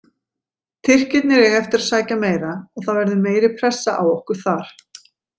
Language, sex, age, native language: Icelandic, female, 40-49, Icelandic